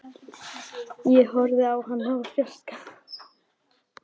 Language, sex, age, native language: Icelandic, female, 12, Icelandic